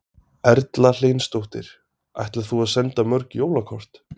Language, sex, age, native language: Icelandic, male, 20-29, Icelandic